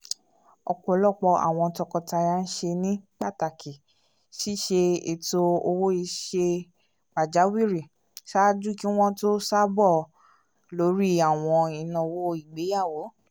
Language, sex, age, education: Yoruba, female, 15-29, tertiary